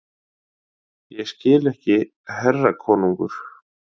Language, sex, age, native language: Icelandic, male, 30-39, Icelandic